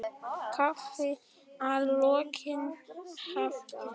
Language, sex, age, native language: Icelandic, male, 10, Icelandic